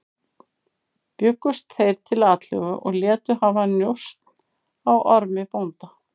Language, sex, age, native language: Icelandic, female, 50-59, Icelandic